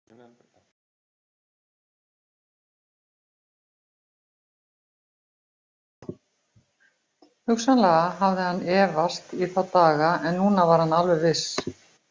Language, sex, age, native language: Icelandic, female, 60-69, Icelandic